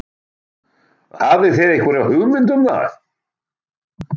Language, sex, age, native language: Icelandic, male, 60-69, Icelandic